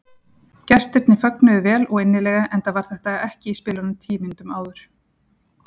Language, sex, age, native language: Icelandic, female, 40-49, Icelandic